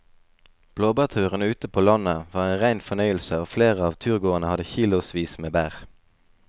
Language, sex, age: Norwegian, male, 20